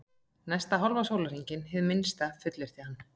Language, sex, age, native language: Icelandic, female, 40-49, Icelandic